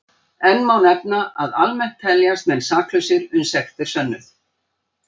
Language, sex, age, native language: Icelandic, female, 60-69, Icelandic